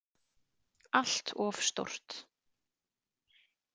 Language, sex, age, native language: Icelandic, female, 30-39, Icelandic